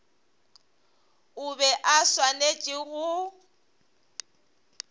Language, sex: Northern Sotho, female